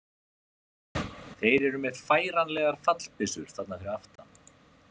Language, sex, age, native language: Icelandic, male, 30-39, Icelandic